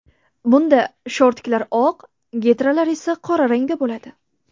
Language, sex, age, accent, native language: Uzbek, female, under 19, Samarqand, Uzbek